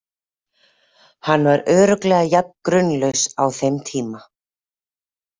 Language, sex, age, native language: Icelandic, female, 40-49, Icelandic